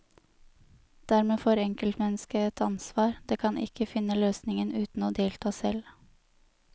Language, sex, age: Norwegian, female, 23